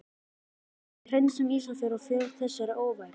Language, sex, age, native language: Icelandic, male, 11, Icelandic